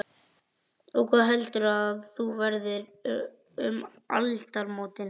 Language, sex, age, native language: Icelandic, male, 11, Icelandic